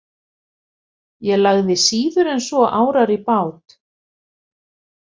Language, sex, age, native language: Icelandic, female, 50-59, Icelandic